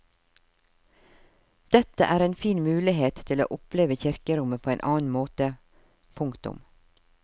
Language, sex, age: Norwegian, female, 52